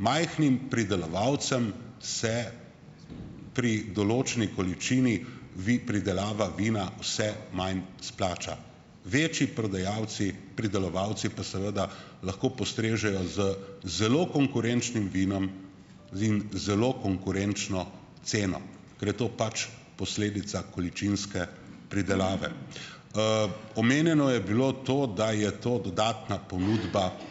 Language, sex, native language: Slovenian, male, Slovenian